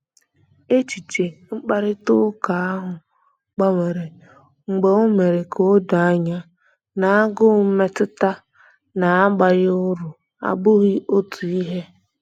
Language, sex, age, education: Igbo, female, 15-29, tertiary